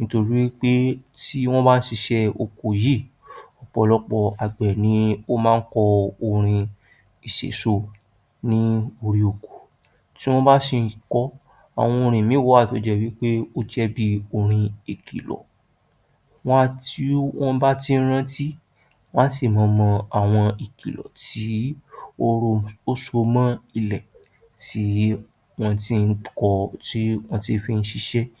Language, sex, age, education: Yoruba, male, 30-45, tertiary